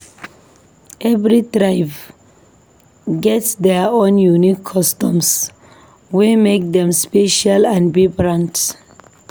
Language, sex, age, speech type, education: Nigerian Pidgin, female, 15-29, read, tertiary